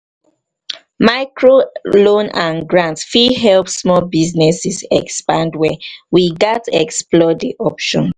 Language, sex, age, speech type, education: Nigerian Pidgin, female, 15-29, spontaneous, tertiary